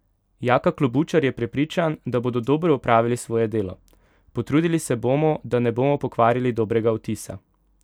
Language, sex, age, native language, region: Slovenian, male, 18-29, Slovenian, Pomurje region